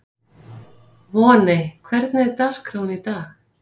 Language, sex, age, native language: Icelandic, female, 50-59, Icelandic